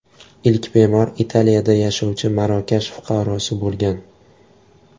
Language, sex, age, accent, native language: Uzbek, male, 18-24, Toshkent shahri, Uzbek